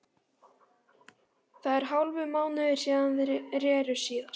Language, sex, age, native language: Icelandic, female, 12, Icelandic